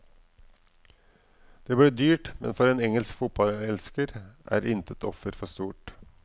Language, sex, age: Norwegian, male, 44